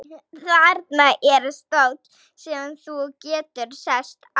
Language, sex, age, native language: Icelandic, female, 20-29, Slovak